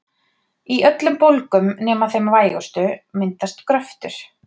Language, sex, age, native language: Icelandic, female, 30-39, Icelandic